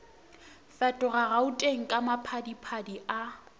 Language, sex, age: Northern Sotho, female, 24